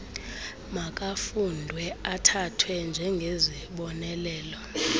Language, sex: Xhosa, female